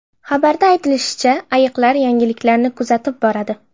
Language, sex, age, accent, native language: Uzbek, female, 12-17, Namangan, Uzbek